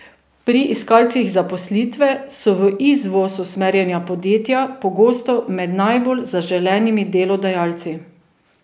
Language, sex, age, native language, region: Slovenian, female, 30-49, Slovenian, Drava region